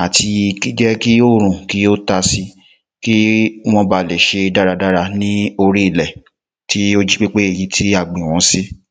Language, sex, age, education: Yoruba, female, 30-45, tertiary